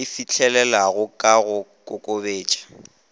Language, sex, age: Northern Sotho, male, 21